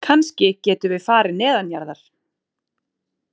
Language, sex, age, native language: Icelandic, female, 30-39, Icelandic